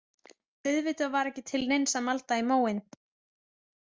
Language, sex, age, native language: Icelandic, female, 20-29, Icelandic